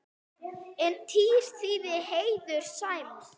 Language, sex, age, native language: Icelandic, female, 8, Icelandic